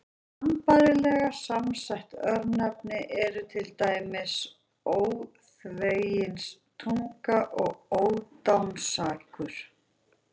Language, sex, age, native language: Icelandic, female, 40-49, Icelandic